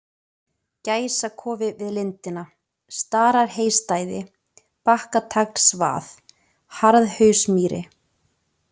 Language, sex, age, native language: Icelandic, female, 20-29, Icelandic